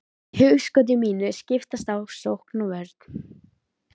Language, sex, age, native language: Icelandic, female, 13, Icelandic